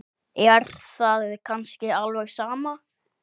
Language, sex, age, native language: Icelandic, male, 8, Icelandic